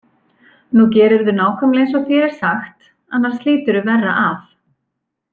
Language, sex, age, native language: Icelandic, female, 40-49, Icelandic